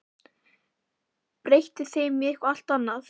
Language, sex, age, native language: Icelandic, female, 11, Icelandic